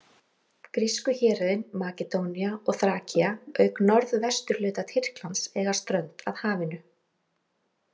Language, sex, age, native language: Icelandic, female, 40-49, Icelandic